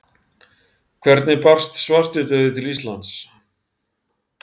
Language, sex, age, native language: Icelandic, male, 40-49, Icelandic